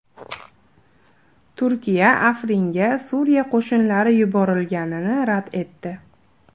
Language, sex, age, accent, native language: Uzbek, female, 18-24, Andijon, Uzbek